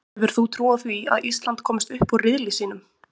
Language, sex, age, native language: Icelandic, female, 20-29, Icelandic